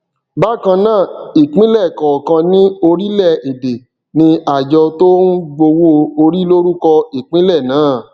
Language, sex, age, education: Yoruba, male, 30-45, tertiary